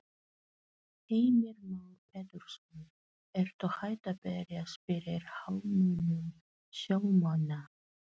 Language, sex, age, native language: Icelandic, female, 40-49, Filipino